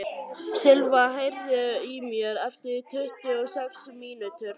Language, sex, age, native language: Icelandic, male, 11, Icelandic